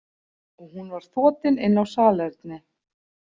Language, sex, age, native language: Icelandic, female, 40-49, Icelandic